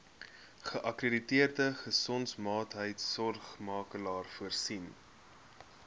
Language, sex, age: Afrikaans, male, 21